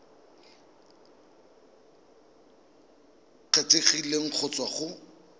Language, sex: Tswana, male